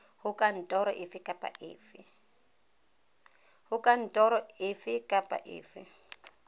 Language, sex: Tswana, female